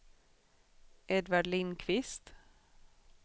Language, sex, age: Swedish, female, 40